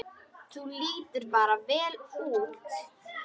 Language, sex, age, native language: Icelandic, female, 10, Icelandic